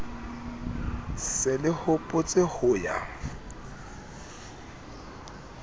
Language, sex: Southern Sotho, male